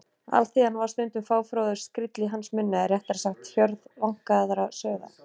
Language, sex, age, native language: Icelandic, female, 30-39, Icelandic